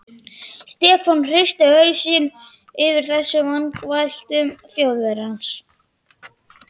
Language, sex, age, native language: Icelandic, male, 11, Icelandic